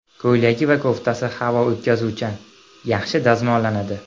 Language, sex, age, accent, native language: Uzbek, male, 18-24, Andijon, Uzbek